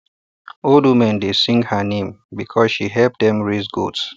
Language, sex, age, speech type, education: Nigerian Pidgin, male, 30-45, spontaneous, tertiary